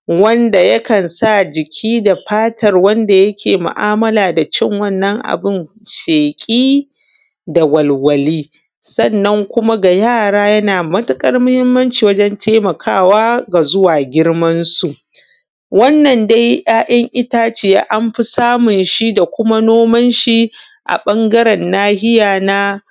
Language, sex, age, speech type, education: Hausa, female, 15-29, spontaneous, tertiary